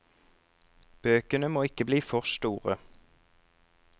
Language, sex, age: Norwegian, male, 34